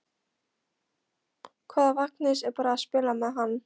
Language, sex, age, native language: Icelandic, female, 13, Polish